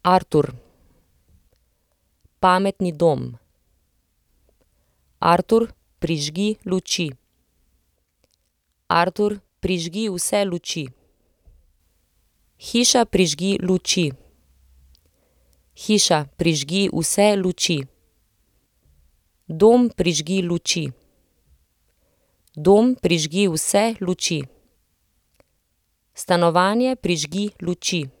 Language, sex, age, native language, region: Slovenian, female, 30-49, Slovenian, Central Slovenia